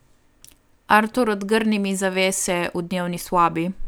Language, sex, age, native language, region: Slovenian, female, 18-29, Slovenian, Primorsko-notranjska region